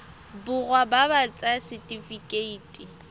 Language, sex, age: Tswana, female, 23